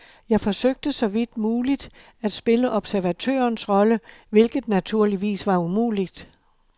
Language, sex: Danish, male